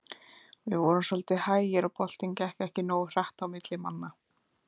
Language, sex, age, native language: Icelandic, female, 20-29, Icelandic